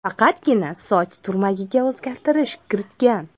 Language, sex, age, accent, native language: Uzbek, female, 25-34, Toshkent viloyati, Uzbek